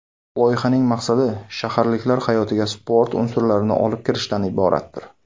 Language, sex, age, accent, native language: Uzbek, male, 19-29, Samarqand, Uzbek